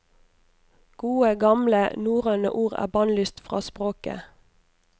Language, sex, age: Norwegian, female, 29